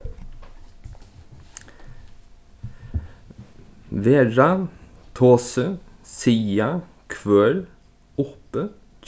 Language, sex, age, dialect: Faroese, male, 15-35, Norðurstreymoy/Eysturoy